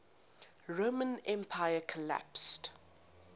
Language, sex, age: English, female, 19